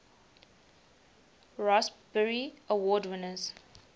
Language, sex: English, female